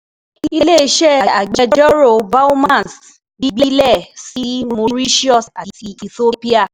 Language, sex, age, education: Yoruba, female, 15-29, tertiary